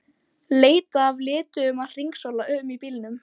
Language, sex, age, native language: Icelandic, female, 12, Icelandic